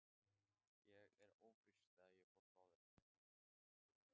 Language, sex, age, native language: Icelandic, male, 13, Thai